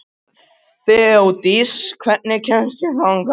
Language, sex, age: Icelandic, other, 50-59